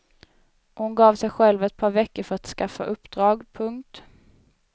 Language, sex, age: Swedish, female, 19